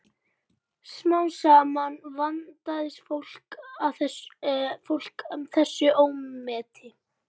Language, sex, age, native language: Icelandic, female, 12, Icelandic